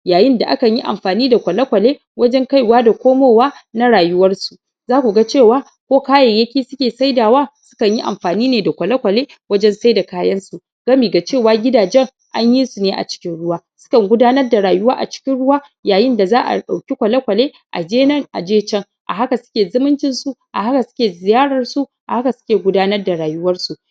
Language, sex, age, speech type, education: Hausa, female, 30-45, spontaneous, tertiary